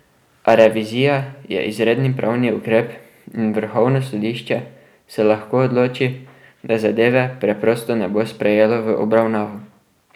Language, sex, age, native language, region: Slovenian, male, 12-17, Slovenian, Drava region